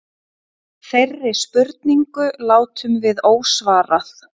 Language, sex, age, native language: Icelandic, female, 30-39, Icelandic